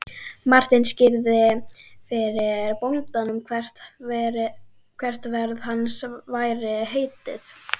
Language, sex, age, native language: Icelandic, female, 12, Icelandic